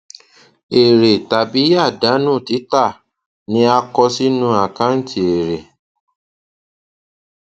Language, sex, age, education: Yoruba, male, 30-45, tertiary